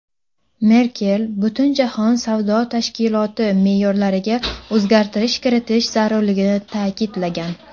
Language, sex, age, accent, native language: Uzbek, female, under 19, Samarqand, Uzbek